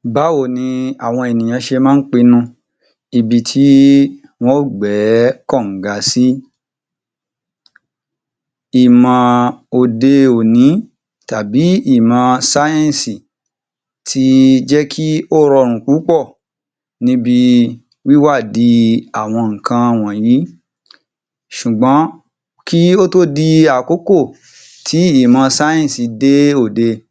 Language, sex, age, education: Yoruba, male, 30-45, tertiary